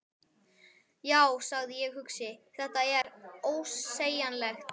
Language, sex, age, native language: Icelandic, male, 12, Icelandic